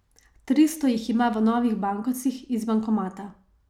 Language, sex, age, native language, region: Slovenian, female, 30-49, Slovenian, Savinja region